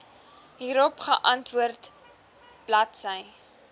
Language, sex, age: Afrikaans, female, 20